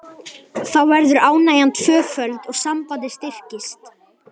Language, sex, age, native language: Icelandic, male, 11, Icelandic